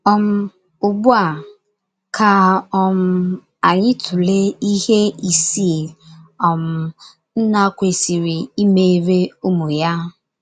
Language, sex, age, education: Igbo, female, 15-29, tertiary